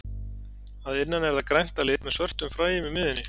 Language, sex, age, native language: Icelandic, male, 40-49, Icelandic